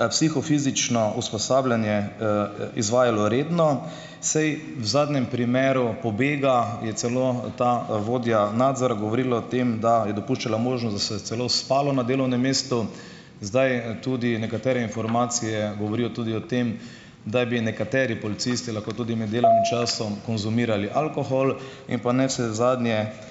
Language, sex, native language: Slovenian, male, Slovenian